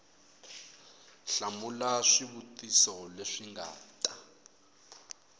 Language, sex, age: Tsonga, male, 22